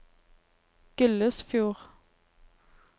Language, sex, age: Norwegian, female, 23